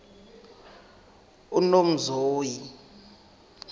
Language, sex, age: South Ndebele, male, 21